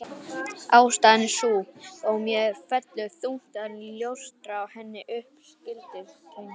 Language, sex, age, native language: Icelandic, male, 18-19, Icelandic